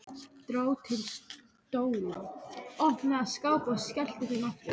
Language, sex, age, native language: Icelandic, female, 12, Icelandic